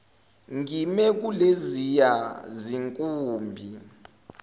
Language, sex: Zulu, male